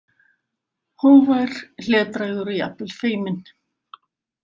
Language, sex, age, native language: Icelandic, female, 50-59, Icelandic